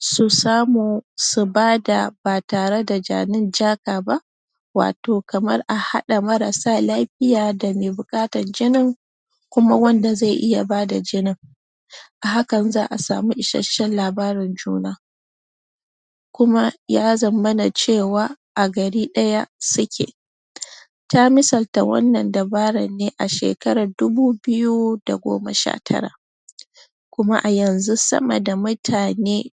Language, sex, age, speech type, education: Hausa, female, 30-45, spontaneous, tertiary